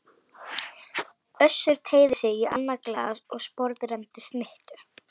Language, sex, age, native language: Icelandic, female, 11, Icelandic